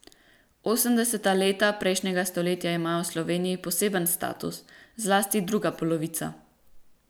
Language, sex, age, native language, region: Slovenian, female, 18-29, Slovenian, Central Slovenia